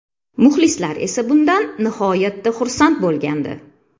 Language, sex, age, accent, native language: Uzbek, female, 35+, Toshkent shahri, Uzbek